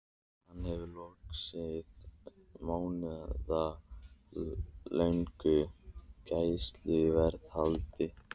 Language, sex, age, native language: Icelandic, male, 30-39, Icelandic